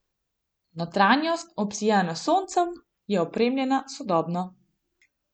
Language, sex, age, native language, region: Slovenian, female, 18-29, Slovenian, Gorenjska region